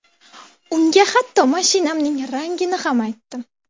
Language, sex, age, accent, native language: Uzbek, female, 18-24, Andijon, Uzbek